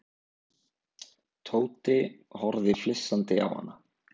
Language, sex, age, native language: Icelandic, male, 20-29, Icelandic